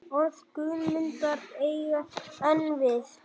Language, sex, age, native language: Icelandic, male, 18-19, Icelandic